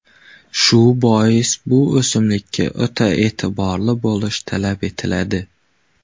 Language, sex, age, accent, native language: Uzbek, male, under 19, Xorazm, Uzbek